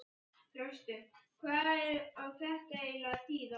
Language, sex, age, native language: Icelandic, female, 11, Icelandic